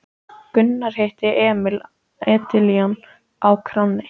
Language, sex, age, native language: Icelandic, male, 14, Icelandic